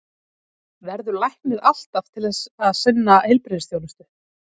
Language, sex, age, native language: Icelandic, female, 30-39, Icelandic